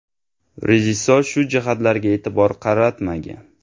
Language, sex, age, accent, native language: Uzbek, male, 18-24, Navoiy, Uzbek